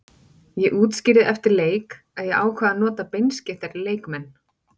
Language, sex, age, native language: Icelandic, female, 40-49, Icelandic